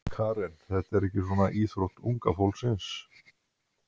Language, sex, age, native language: Icelandic, male, 50-59, Icelandic